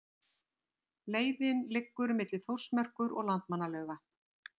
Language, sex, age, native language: Icelandic, female, 60-69, Icelandic